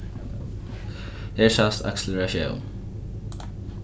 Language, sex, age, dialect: Faroese, male, 15-35, Norðuroyggjar